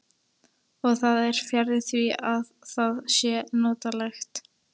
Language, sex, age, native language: Icelandic, female, 13, Icelandic